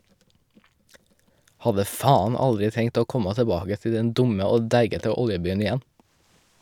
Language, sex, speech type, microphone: Norwegian, male, read, Shure